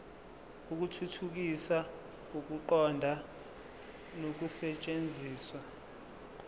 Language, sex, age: Zulu, male, 23